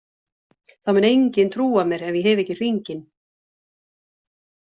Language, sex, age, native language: Icelandic, female, 60-69, Icelandic